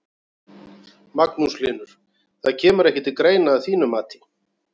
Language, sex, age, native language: Icelandic, male, 40-49, Icelandic